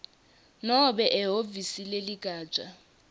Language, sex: Swati, female